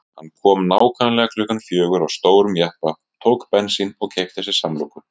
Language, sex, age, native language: Icelandic, male, 30-39, Icelandic